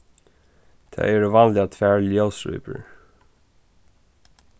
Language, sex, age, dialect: Faroese, male, 15-35, Norðurstreymoy/Eysturoy